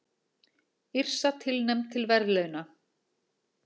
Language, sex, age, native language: Icelandic, female, 40-49, Icelandic